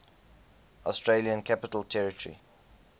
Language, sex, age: English, male, 20